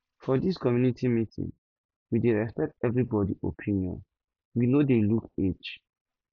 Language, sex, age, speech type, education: Nigerian Pidgin, male, 15-29, spontaneous, tertiary